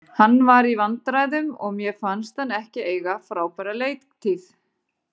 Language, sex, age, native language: Icelandic, female, 40-49, Icelandic